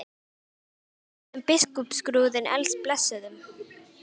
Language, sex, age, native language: Icelandic, female, 12, Icelandic